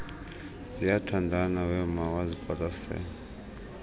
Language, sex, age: Xhosa, male, 38